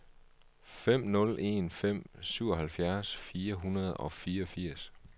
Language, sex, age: Danish, male, 38